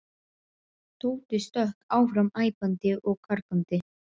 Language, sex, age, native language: Icelandic, female, 12, Icelandic